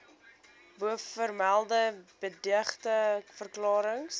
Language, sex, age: Afrikaans, female, 19